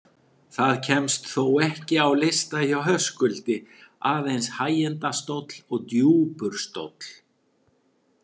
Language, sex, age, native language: Icelandic, male, 60-69, Icelandic